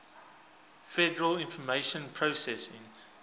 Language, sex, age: English, male, 20